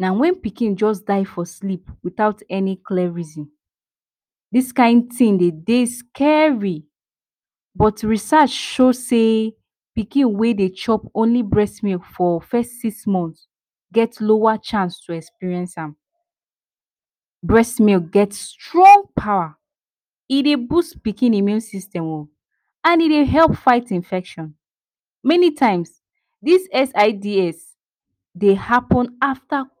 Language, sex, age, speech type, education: Nigerian Pidgin, female, 15-29, spontaneous, tertiary